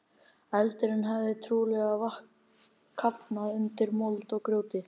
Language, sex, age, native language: Icelandic, male, 12, Icelandic